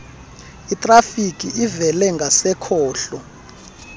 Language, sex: Xhosa, male